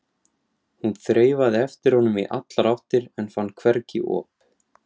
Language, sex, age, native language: Icelandic, male, 17, Icelandic